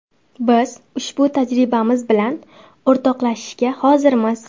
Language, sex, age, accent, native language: Uzbek, female, 18-24, Andijon, Uzbek